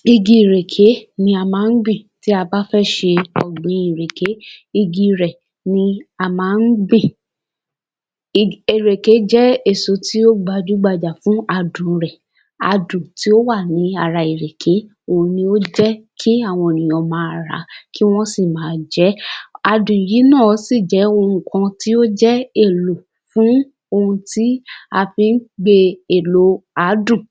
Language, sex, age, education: Yoruba, female, 30-45, tertiary